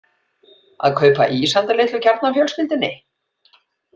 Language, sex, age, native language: Icelandic, female, 40-49, Icelandic